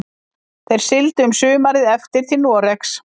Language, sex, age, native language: Icelandic, female, 50-59, Icelandic